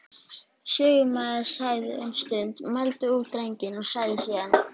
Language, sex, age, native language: Icelandic, female, 11, Icelandic